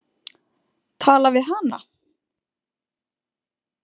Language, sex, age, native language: Icelandic, female, 20-29, Icelandic